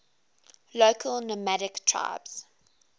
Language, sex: English, female